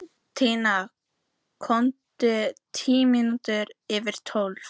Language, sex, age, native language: Icelandic, female, 14, Icelandic